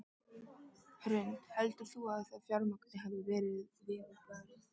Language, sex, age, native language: Icelandic, female, 13, Icelandic